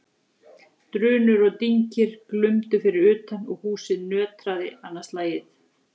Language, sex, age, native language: Icelandic, female, 40-49, Icelandic